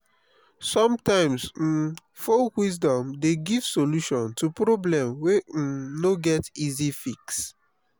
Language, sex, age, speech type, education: Nigerian Pidgin, male, 30-45, spontaneous, tertiary